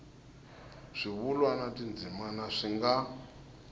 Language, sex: Tsonga, male